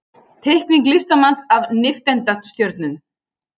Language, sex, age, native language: Icelandic, male, 18-19, Icelandic